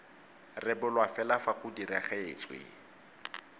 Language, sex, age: Tswana, male, 18